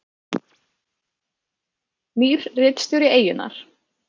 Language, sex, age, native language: Icelandic, female, 30-39, Icelandic